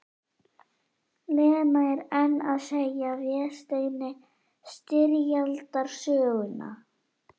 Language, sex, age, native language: Icelandic, female, 11, Icelandic